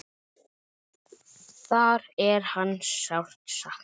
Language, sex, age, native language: Icelandic, male, 10, Icelandic